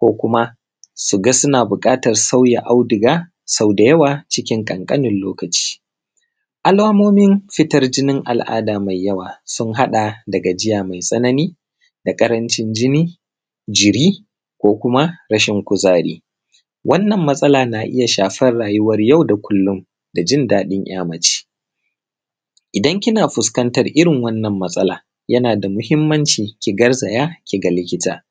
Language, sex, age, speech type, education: Hausa, male, 30-45, spontaneous, primary